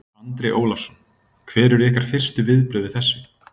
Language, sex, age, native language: Icelandic, male, 20-29, Icelandic